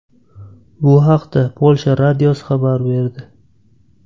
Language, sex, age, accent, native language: Uzbek, male, 18-24, Navoiy, Uzbek